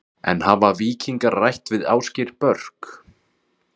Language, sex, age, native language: Icelandic, male, 30-39, Icelandic